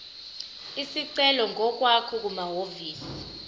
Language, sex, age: Zulu, female, 25